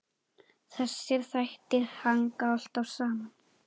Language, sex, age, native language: Icelandic, male, 7, Icelandic